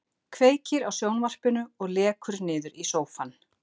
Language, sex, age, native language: Icelandic, female, 50-59, Icelandic